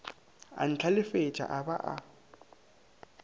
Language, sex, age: Northern Sotho, male, 19